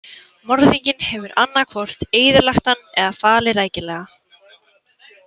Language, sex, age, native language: Icelandic, female, 18-19, Icelandic